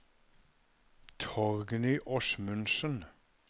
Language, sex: Norwegian, male